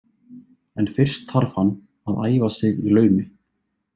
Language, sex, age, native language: Icelandic, male, 20-29, Icelandic